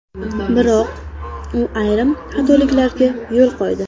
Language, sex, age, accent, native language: Uzbek, female, 18-24, Navoiy, Uzbek